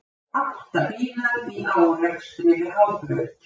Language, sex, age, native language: Icelandic, female, 70-79, Icelandic